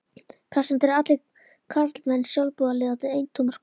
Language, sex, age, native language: Icelandic, female, 11, Icelandic